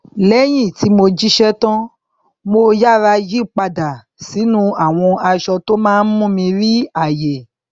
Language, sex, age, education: Yoruba, female, 30-45, tertiary